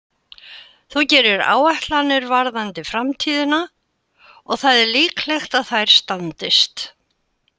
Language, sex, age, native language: Icelandic, female, 80-89, Icelandic